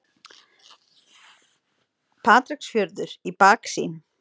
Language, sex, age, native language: Icelandic, female, 30-39, Icelandic